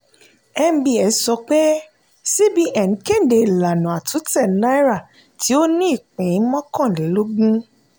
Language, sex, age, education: Yoruba, female, 30-45, tertiary